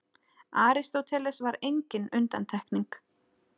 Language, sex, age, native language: Icelandic, female, 30-39, Icelandic